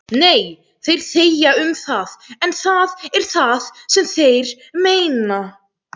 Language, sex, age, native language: Icelandic, female, 17, Icelandic